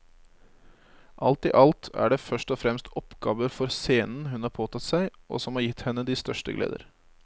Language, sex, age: Norwegian, male, 25